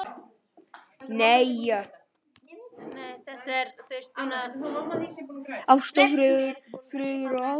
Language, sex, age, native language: Icelandic, female, 11, Icelandic